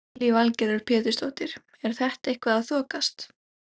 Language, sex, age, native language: Icelandic, female, 17, Icelandic